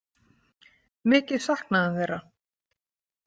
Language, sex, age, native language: Icelandic, female, 40-49, Icelandic